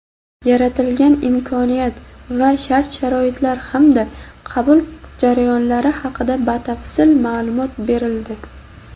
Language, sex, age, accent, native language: Uzbek, female, 19-29, Buxoro, Uzbek